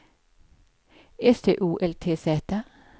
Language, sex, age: Swedish, female, 55